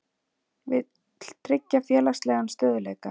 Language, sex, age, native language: Icelandic, female, 40-49, Icelandic